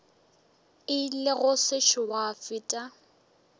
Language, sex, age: Northern Sotho, female, 23